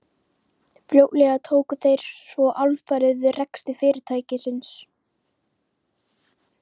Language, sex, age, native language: Icelandic, female, 11, Icelandic